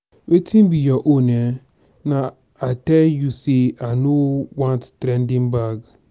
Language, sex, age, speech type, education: Nigerian Pidgin, male, 15-29, spontaneous, tertiary